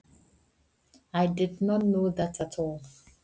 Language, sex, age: Icelandic, female, 20-29